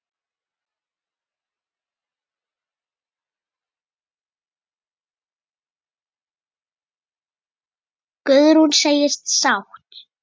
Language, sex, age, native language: Icelandic, female, 8, Icelandic